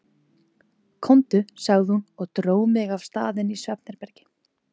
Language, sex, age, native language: Icelandic, female, 20-29, Icelandic